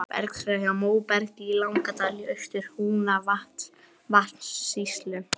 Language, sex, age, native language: Icelandic, male, 11, Icelandic